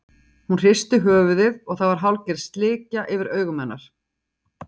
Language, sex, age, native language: Icelandic, female, 40-49, Icelandic